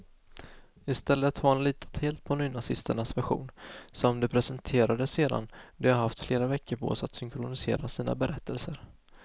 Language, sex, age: Swedish, male, 19